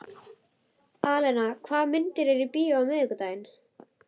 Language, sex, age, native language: Icelandic, female, 11, Icelandic